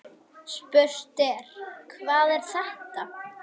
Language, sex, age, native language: Icelandic, female, 9, Icelandic